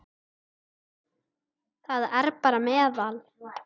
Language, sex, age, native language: Icelandic, female, 10, Icelandic